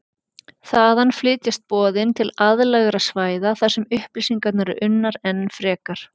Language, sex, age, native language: Icelandic, female, 40-49, Icelandic